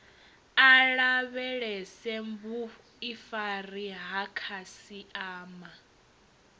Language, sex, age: Venda, female, 22